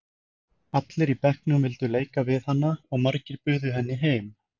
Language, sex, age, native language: Icelandic, male, 20-29, Icelandic